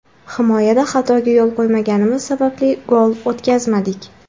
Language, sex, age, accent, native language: Uzbek, female, 18-24, Samarqand, Uzbek